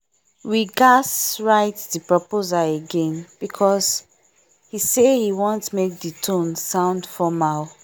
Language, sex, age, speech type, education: Nigerian Pidgin, female, 15-29, spontaneous, tertiary